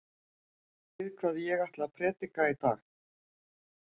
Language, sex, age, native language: Icelandic, female, 50-59, Icelandic